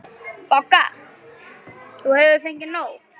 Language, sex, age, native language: Icelandic, male, 9, Icelandic